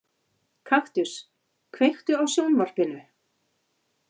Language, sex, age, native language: Icelandic, female, 40-49, Icelandic